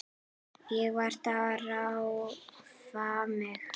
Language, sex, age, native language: Icelandic, female, 8, Icelandic